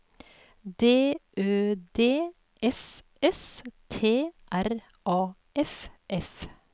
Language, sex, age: Norwegian, female, 48